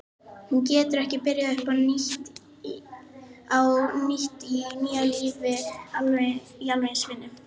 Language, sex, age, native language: Icelandic, female, 18-19, Icelandic